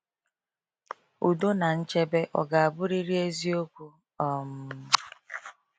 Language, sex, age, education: Igbo, female, 30-45, tertiary